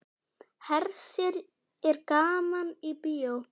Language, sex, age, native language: Icelandic, female, 9, Icelandic